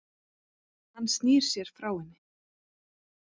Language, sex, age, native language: Icelandic, female, 40-49, Icelandic